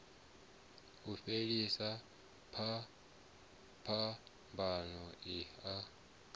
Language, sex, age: Venda, male, 34